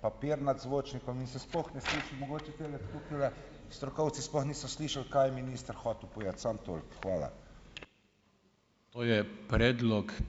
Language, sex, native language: Slovenian, male, Slovenian